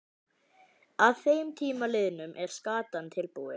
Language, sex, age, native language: Icelandic, male, 18-19, Icelandic